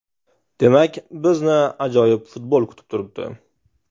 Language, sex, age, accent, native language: Uzbek, male, 18-24, Namangan, Uzbek